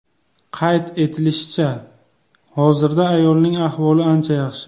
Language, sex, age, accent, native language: Uzbek, male, 18-24, Buxoro, Uzbek